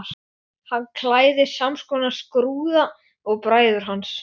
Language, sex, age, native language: Icelandic, male, 12, Icelandic